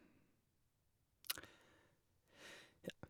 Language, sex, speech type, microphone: Norwegian, male, spontaneous, Shure